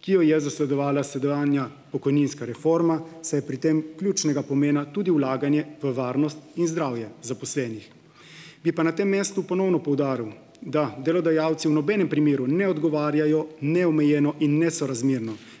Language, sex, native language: Slovenian, male, Slovenian